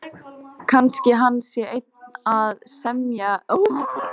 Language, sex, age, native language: Icelandic, female, 15, Icelandic